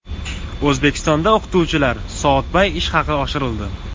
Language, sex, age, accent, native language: Uzbek, male, 18-24, Toshkent viloyati, Uzbek